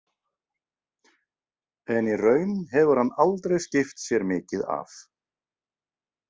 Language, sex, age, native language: Icelandic, male, 40-49, Icelandic